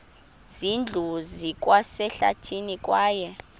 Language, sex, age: Xhosa, female, 20